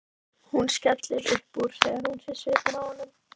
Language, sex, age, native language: Icelandic, female, 12, Icelandic